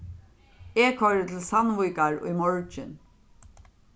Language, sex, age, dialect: Faroese, female, 36-60, Norðurstreymoy/Eysturoy